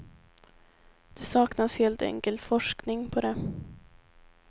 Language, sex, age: Swedish, female, 18